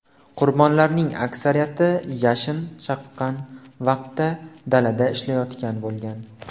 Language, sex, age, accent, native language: Uzbek, male, 18-24, Farg'ona, Uzbek